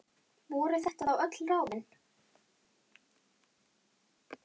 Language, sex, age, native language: Icelandic, female, 10, Icelandic